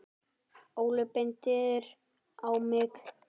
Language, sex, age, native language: Icelandic, male, 10, Icelandic